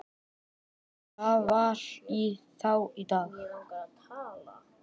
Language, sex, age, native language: Icelandic, male, 10, Icelandic